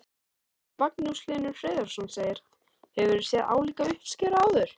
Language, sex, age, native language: Icelandic, male, 13, Icelandic